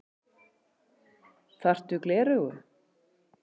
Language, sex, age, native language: Icelandic, male, 11, Icelandic